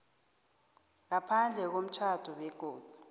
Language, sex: South Ndebele, female